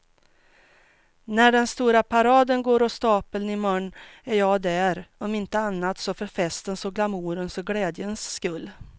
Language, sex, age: Swedish, female, 42